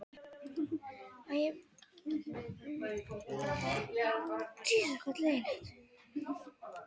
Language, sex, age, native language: Icelandic, female, 10, Icelandic